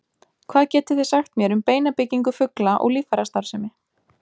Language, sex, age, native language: Icelandic, female, 20-29, Icelandic